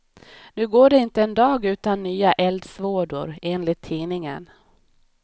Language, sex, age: Swedish, female, 31